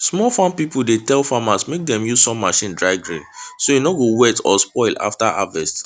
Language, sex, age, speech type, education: Nigerian Pidgin, male, 15-29, spontaneous, tertiary